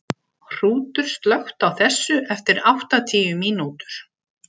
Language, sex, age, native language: Icelandic, female, 60-69, Icelandic